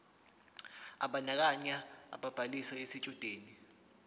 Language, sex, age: Zulu, male, 19